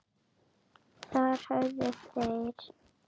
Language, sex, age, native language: Icelandic, female, 7, Icelandic